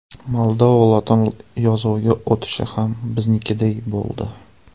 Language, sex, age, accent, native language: Uzbek, male, 25-34, Andijon, Russian